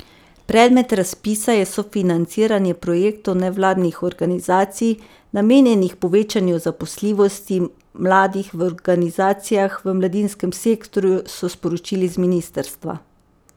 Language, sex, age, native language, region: Slovenian, female, 50-59, Slovenian, Savinja region